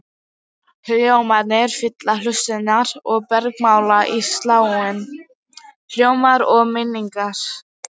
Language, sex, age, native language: Icelandic, female, 12, Icelandic